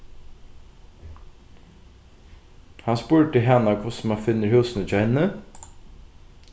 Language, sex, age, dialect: Faroese, male, 15-35, Norðuroyggjar